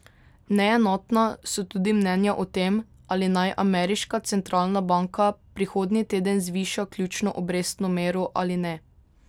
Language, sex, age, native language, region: Slovenian, female, 18-29, Slovenian, Drava region